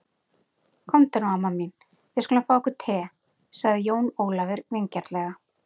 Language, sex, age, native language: Icelandic, female, 40-49, Icelandic